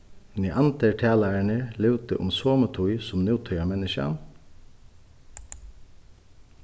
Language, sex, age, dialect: Faroese, male, 36-60, Suðuroy